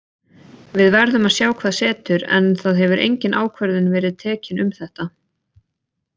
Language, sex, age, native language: Icelandic, female, 20-29, Icelandic